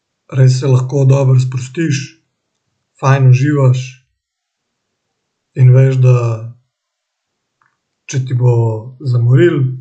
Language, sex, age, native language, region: Slovenian, male, 18-29, Slovenian, Central Slovenia